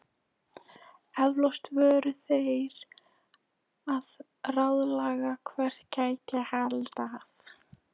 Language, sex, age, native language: Icelandic, female, 13, Polish